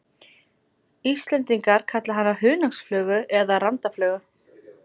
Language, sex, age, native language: Icelandic, female, 20-29, Icelandic